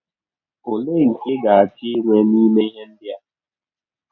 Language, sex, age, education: Igbo, male, 30-45, tertiary